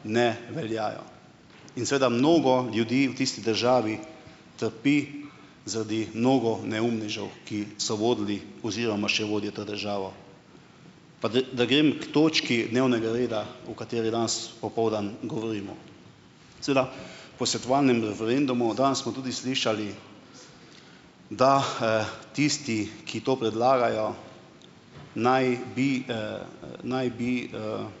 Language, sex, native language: Slovenian, male, Slovenian